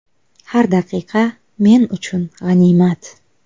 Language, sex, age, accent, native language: Uzbek, female, 19-29, Buxoro, Uzbek